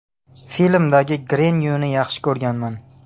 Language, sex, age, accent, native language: Uzbek, male, 18-24, Buxoro, Uzbek